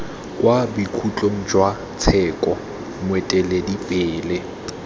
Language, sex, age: Tswana, male, 22